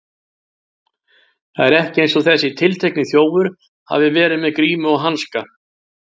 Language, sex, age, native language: Icelandic, male, 60-69, Icelandic